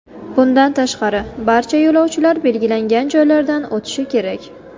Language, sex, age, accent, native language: Uzbek, female, 19-29, Navoiy, Uzbek